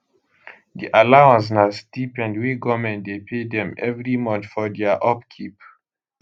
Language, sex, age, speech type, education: Nigerian Pidgin, male, 15-29, spontaneous, tertiary